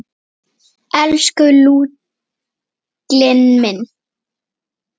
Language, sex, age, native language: Icelandic, female, 8, Icelandic